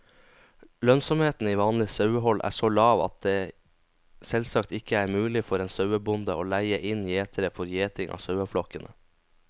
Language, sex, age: Norwegian, male, 19